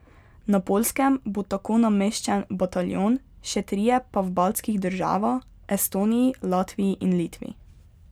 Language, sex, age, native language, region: Slovenian, female, 12-17, Slovenian, Pomurje region